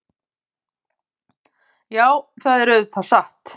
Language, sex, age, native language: Icelandic, female, 50-59, Icelandic